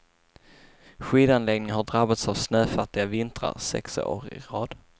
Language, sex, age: Swedish, male, 22